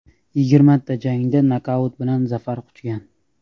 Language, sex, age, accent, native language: Uzbek, male, 18-24, Namangan, Uzbek